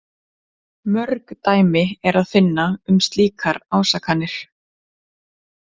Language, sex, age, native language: Icelandic, female, 30-39, Icelandic